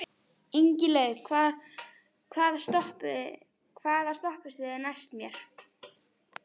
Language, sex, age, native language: Icelandic, female, 11, Icelandic